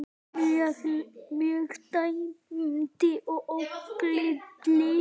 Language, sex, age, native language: Icelandic, male, 9, Icelandic